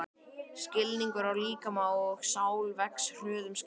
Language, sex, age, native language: Icelandic, male, 12, Icelandic